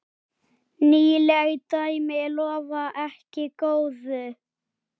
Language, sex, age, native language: Icelandic, male, 8, Icelandic